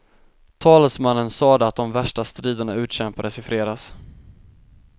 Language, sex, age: Swedish, male, 19